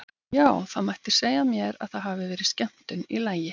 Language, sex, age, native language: Icelandic, female, 50-59, Icelandic